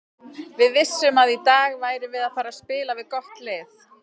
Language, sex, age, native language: Icelandic, female, 40-49, Icelandic